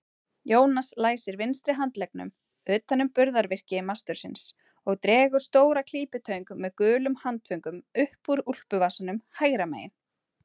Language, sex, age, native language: Icelandic, female, 30-39, Icelandic